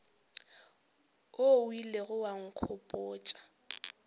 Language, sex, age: Northern Sotho, female, 18